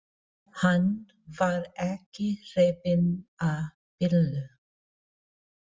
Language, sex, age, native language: Icelandic, female, 40-49, Filipino